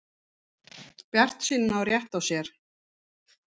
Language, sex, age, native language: Icelandic, female, 50-59, Icelandic